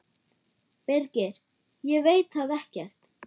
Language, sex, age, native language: Icelandic, female, 9, German